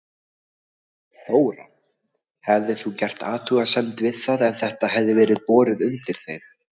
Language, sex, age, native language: Icelandic, other, 18-19, Icelandic